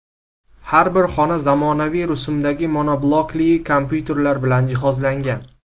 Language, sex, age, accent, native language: Uzbek, male, 19-29, Samarqand, Uzbek